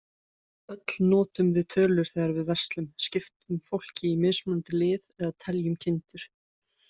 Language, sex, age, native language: Icelandic, female, 20-29, Icelandic